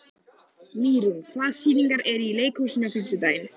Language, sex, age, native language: Icelandic, male, 14, Icelandic